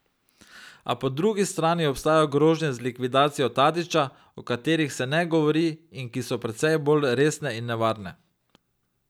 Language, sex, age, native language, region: Slovenian, male, 30-49, Slovenian, Drava region